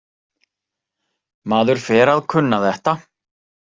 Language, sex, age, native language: Icelandic, male, 40-49, Icelandic